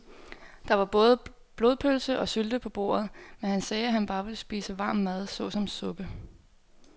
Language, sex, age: Danish, female, 24